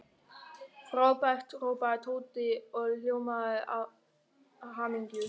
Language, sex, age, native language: Icelandic, male, 13, German